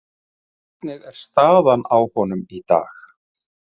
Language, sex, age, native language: Icelandic, male, 40-49, Icelandic